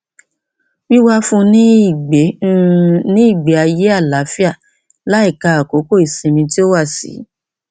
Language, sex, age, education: Yoruba, female, 46-60, tertiary